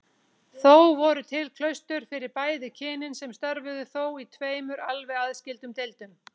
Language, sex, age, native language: Icelandic, female, 40-49, Icelandic